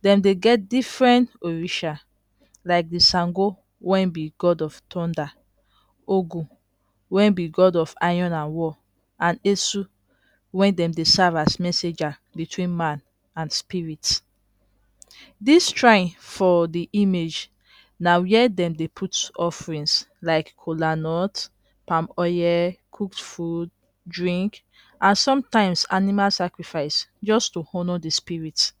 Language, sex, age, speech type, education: Nigerian Pidgin, female, 30-45, spontaneous, tertiary